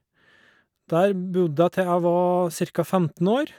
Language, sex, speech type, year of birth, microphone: Norwegian, male, spontaneous, 1969, Shure